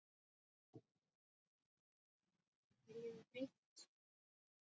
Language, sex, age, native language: Icelandic, female, 10, Icelandic